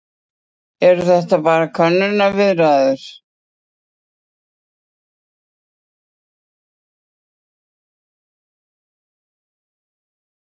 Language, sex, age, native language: Icelandic, female, 60-69, Icelandic